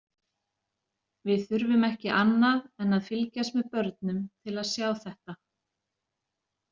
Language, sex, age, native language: Icelandic, female, 40-49, Icelandic